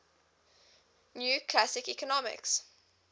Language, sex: English, female